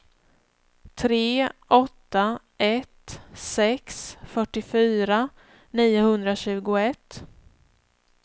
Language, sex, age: Swedish, female, 31